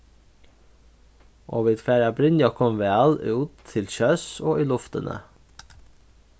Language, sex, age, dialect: Faroese, male, 15-35, Norðurstreymoy/Eysturoy